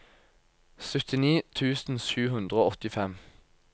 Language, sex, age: Norwegian, male, 24